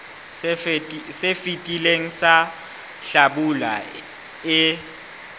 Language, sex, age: Southern Sotho, male, 18